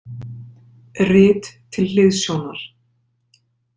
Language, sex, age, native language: Icelandic, female, 50-59, Icelandic